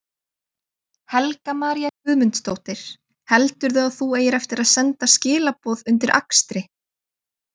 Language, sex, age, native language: Icelandic, female, 20-29, Icelandic